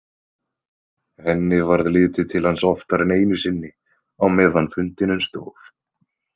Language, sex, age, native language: Icelandic, male, 20-29, Icelandic